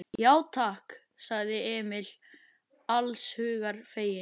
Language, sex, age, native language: Icelandic, male, 11, Icelandic